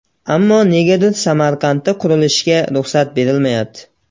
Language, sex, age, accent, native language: Uzbek, male, 18-24, Namangan, Uzbek